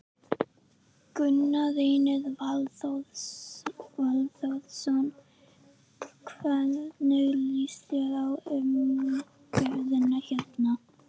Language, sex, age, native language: Icelandic, female, 11, Icelandic